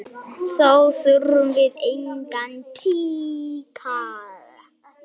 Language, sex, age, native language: Icelandic, male, 9, Icelandic